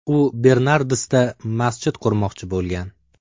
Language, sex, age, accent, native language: Uzbek, male, 25-34, Farg'ona, Uzbek